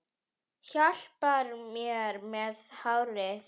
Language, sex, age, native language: Icelandic, female, 10, Icelandic